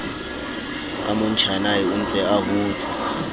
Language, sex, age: Southern Sotho, male, 20